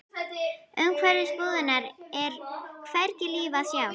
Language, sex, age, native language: Icelandic, female, 11, Icelandic